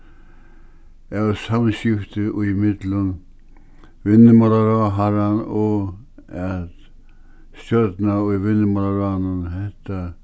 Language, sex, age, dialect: Faroese, male, 61+, Suðuroy